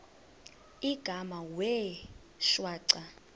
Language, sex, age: Xhosa, female, 22